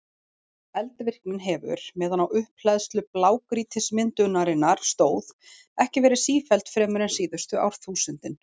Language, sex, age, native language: Icelandic, female, 40-49, Icelandic